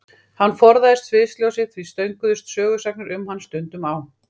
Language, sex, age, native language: Icelandic, female, 40-49, Icelandic